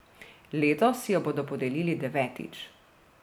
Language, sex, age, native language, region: Slovenian, female, 30-49, Slovenian, Drava region